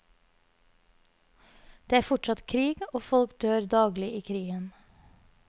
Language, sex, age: Norwegian, female, 30